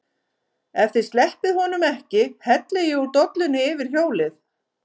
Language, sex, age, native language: Icelandic, female, 50-59, Icelandic